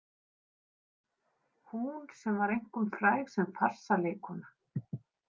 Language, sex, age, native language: Icelandic, female, 50-59, Icelandic